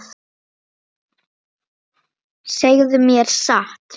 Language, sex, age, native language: Icelandic, female, 9, Icelandic